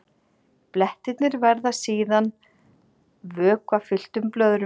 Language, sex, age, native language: Icelandic, female, 40-49, Icelandic